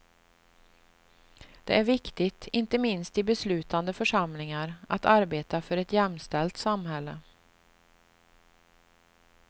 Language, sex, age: Swedish, female, 38